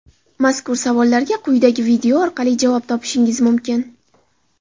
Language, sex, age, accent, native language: Uzbek, female, 18-24, Xorazm, Uzbek